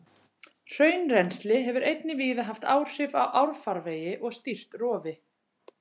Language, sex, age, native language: Icelandic, female, 40-49, Icelandic